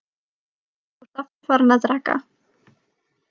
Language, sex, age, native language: Icelandic, male, 18-19, Icelandic